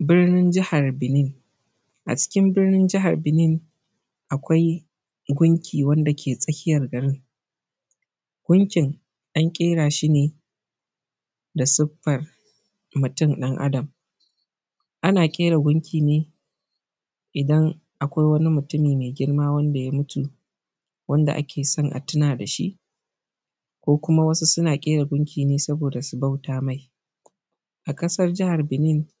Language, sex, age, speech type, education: Hausa, male, 15-29, spontaneous, primary